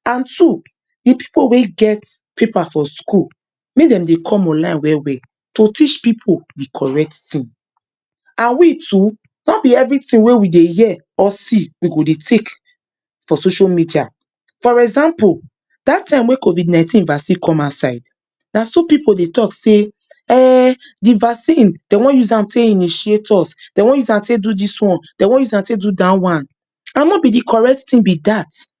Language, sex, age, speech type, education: Nigerian Pidgin, female, 30-45, spontaneous, tertiary